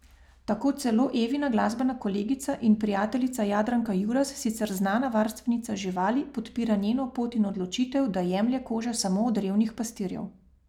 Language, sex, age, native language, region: Slovenian, female, 30-49, Slovenian, Savinja region